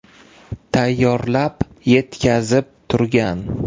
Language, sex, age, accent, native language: Uzbek, male, 18-24, Toshkent viloyati, Uzbek